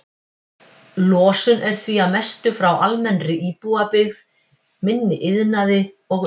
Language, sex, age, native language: Icelandic, female, 50-59, Icelandic